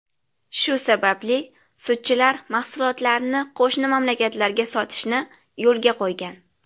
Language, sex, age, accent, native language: Uzbek, female, under 19, Jizzax, Uzbek